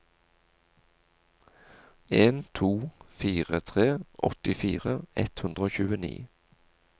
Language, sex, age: Norwegian, male, 40